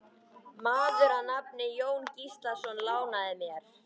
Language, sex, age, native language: Icelandic, female, 13, Icelandic